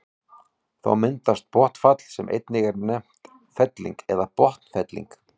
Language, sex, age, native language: Icelandic, male, 40-49, Icelandic